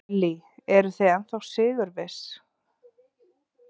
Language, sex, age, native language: Icelandic, female, 30-39, Icelandic